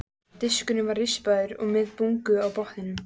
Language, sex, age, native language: Icelandic, female, 14, Icelandic